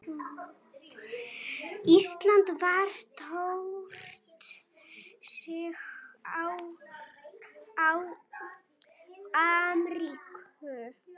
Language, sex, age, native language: Icelandic, female, 40-49, Icelandic